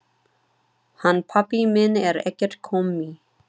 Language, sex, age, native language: Icelandic, female, 30-39, Icelandic